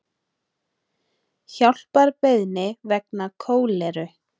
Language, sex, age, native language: Icelandic, female, 30-39, Icelandic